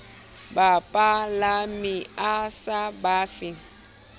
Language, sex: Southern Sotho, female